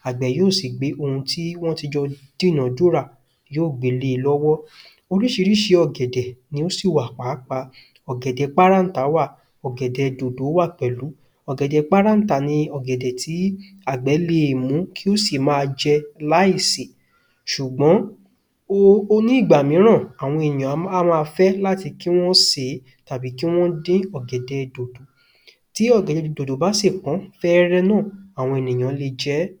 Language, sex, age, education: Yoruba, male, 15-29, tertiary